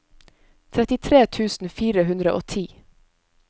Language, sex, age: Norwegian, female, 22